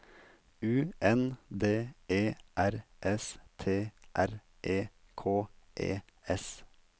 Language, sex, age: Norwegian, male, 27